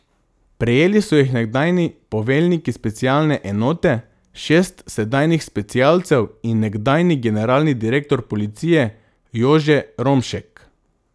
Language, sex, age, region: Slovenian, male, 18-29, Drava region